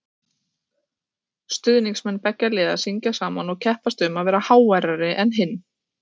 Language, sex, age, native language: Icelandic, female, 30-39, Icelandic